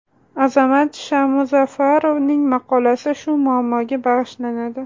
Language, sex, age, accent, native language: Uzbek, female, 18-24, Toshkent shahri, Uzbek